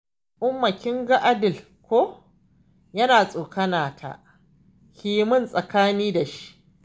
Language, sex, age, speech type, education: Hausa, female, 15-29, spontaneous, tertiary